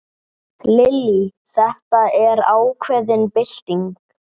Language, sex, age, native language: Icelandic, male, 8, Icelandic